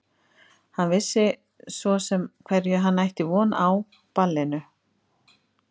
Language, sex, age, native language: Icelandic, female, 50-59, Icelandic